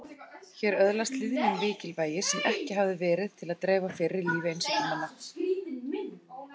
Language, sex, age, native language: Icelandic, female, 40-49, Icelandic